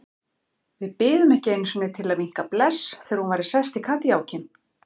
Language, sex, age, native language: Icelandic, female, 50-59, Icelandic